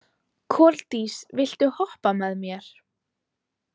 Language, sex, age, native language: Icelandic, female, 18-19, Icelandic